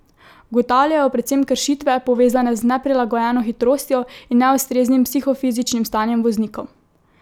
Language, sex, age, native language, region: Slovenian, female, 18-29, Slovenian, Drava region